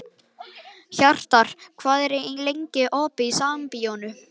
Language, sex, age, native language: Icelandic, male, 11, Icelandic